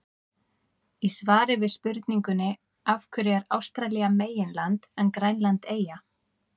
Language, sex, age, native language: Icelandic, female, 30-39, Icelandic